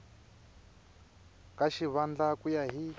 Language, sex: Tsonga, male